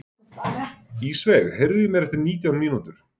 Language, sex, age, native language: Icelandic, male, 40-49, Icelandic